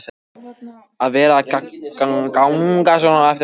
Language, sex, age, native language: Icelandic, male, 14, Icelandic